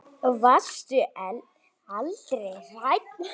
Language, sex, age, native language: Icelandic, male, 9, Icelandic